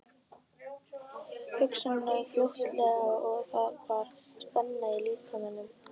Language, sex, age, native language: Icelandic, female, 11, Icelandic